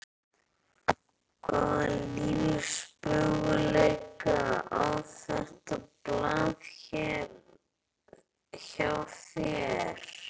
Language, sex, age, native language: Icelandic, male, 11, Icelandic